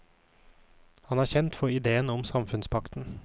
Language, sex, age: Norwegian, male, 29